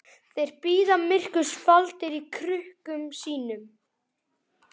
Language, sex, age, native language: Icelandic, male, 11, Icelandic